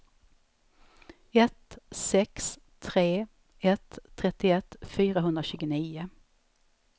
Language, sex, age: Swedish, female, 34